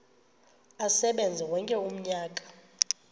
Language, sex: Xhosa, female